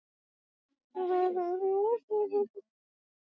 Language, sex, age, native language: Icelandic, female, 18-19, Icelandic